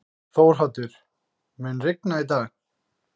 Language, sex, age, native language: Icelandic, male, 18-19, Icelandic